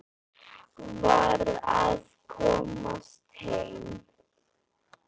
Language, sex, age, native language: Icelandic, female, 10, Icelandic